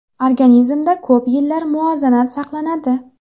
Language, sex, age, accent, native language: Uzbek, female, 19-29, Jizzax, Uzbek